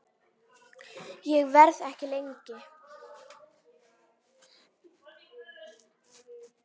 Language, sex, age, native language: Icelandic, female, 9, Icelandic